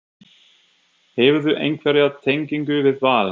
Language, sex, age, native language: Icelandic, male, 50-59, German